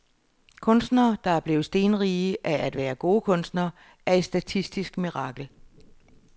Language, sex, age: Danish, female, 60